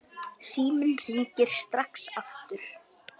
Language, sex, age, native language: Icelandic, female, 10, Icelandic